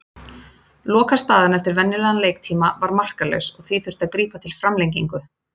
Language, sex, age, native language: Icelandic, female, 30-39, Icelandic